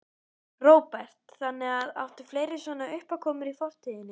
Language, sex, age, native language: Icelandic, female, 11, Icelandic